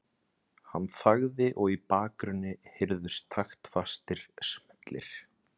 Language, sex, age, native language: Icelandic, male, 30-39, Icelandic